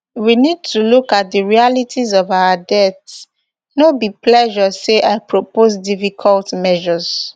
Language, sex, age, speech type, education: Nigerian Pidgin, female, 15-29, spontaneous, tertiary